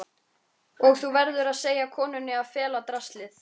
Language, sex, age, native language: Icelandic, female, 13, Icelandic